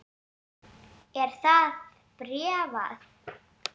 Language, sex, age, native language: Icelandic, female, 7, Icelandic